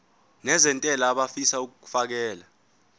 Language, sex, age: Zulu, male, 20